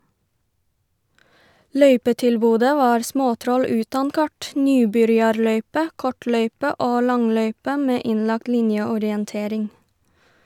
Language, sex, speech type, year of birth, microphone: Norwegian, female, read, 1990, Shure